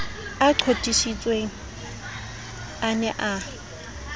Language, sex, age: Southern Sotho, female, 22